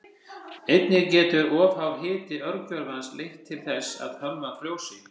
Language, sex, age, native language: Icelandic, male, 50-59, Icelandic